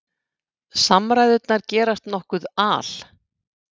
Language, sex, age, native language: Icelandic, female, 50-59, Icelandic